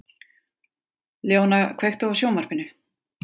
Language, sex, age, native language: Icelandic, female, 40-49, Icelandic